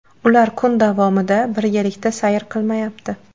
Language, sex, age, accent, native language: Uzbek, female, 18-24, Qashqadaryo, Uzbek